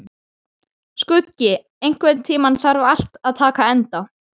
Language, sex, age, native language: Icelandic, male, 12, Icelandic